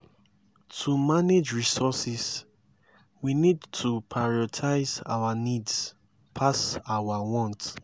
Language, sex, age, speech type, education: Nigerian Pidgin, male, 15-29, spontaneous, tertiary